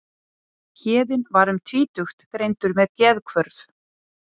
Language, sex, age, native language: Icelandic, female, 40-49, Icelandic